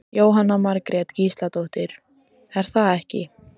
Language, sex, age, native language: Icelandic, female, 14, Icelandic